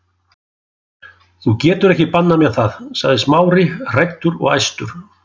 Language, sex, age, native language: Icelandic, male, 60-69, Icelandic